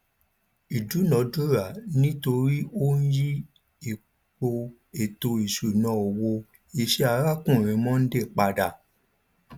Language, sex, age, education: Yoruba, male, 15-29, tertiary